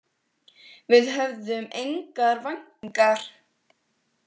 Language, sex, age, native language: Icelandic, female, 18-19, Icelandic